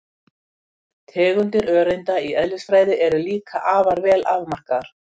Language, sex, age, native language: Icelandic, female, 60-69, Icelandic